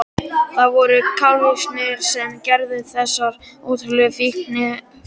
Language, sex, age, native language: Icelandic, male, 12, Icelandic